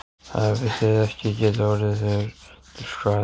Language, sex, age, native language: Icelandic, male, 14, Icelandic